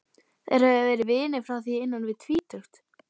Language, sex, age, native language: Icelandic, female, 12, Icelandic